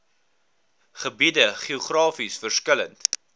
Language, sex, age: Afrikaans, male, 19